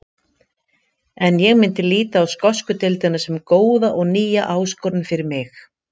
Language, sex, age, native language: Icelandic, female, 50-59, Icelandic